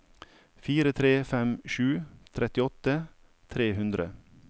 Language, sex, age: Norwegian, male, 55